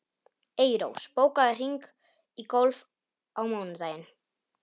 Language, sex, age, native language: Icelandic, male, 18-19, Polish